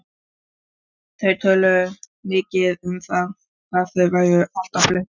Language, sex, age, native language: Icelandic, female, 13, Icelandic